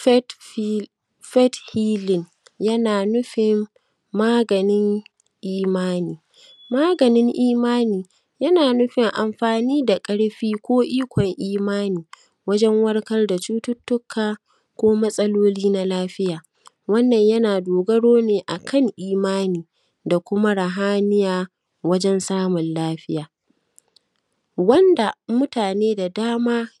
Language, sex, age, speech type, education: Hausa, female, 30-45, spontaneous, primary